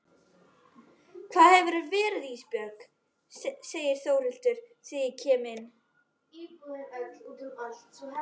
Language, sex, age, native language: Icelandic, female, 12, Icelandic